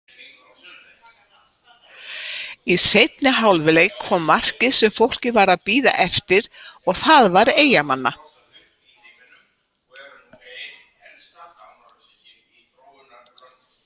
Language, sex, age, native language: Icelandic, female, 80-89, Icelandic